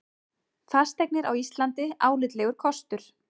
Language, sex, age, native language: Icelandic, female, 30-39, Icelandic